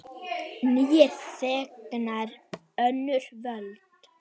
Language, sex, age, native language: Icelandic, female, 9, Icelandic